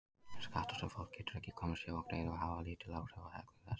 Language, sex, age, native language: Icelandic, male, 20-29, Icelandic